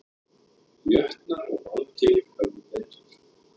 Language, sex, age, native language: Icelandic, male, 30-39, Icelandic